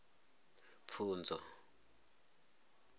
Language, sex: Venda, male